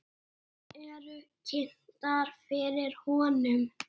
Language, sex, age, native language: Icelandic, male, 6, Icelandic